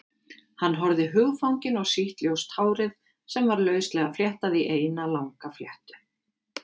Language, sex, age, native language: Icelandic, female, 50-59, Icelandic